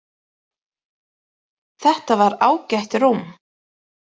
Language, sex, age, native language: Icelandic, female, 30-39, Icelandic